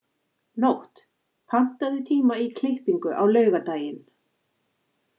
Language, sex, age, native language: Icelandic, female, 40-49, Icelandic